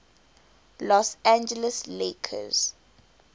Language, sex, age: English, female, 18